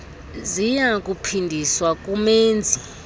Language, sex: Xhosa, female